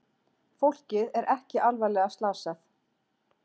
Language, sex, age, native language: Icelandic, female, 40-49, Icelandic